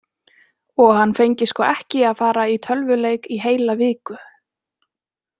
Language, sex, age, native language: Icelandic, female, 20-29, Icelandic